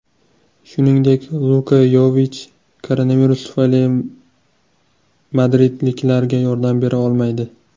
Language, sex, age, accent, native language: Uzbek, male, 19-29, Toshkent shahri, Uzbek